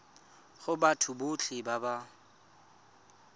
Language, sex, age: Tswana, male, 25